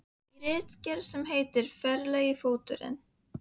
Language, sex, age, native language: Icelandic, female, 15, Icelandic